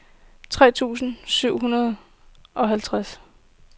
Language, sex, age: Danish, female, 18